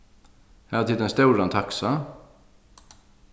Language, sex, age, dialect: Faroese, male, 36-60, Sandoy